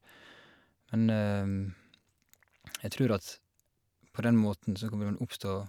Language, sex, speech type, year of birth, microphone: Norwegian, male, spontaneous, 1986, Shure